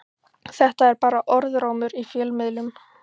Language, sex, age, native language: Icelandic, female, 15, Icelandic